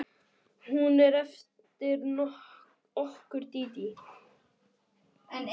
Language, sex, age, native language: Icelandic, male, 10, Icelandic